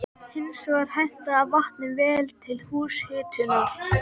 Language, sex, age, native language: Icelandic, male, 13, Icelandic